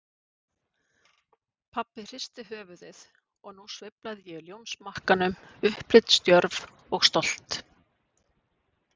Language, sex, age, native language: Icelandic, female, 50-59, Icelandic